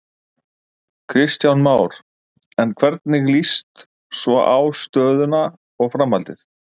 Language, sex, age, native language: Icelandic, male, 50-59, Icelandic